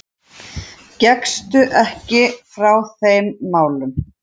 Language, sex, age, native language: Icelandic, male, 10, Icelandic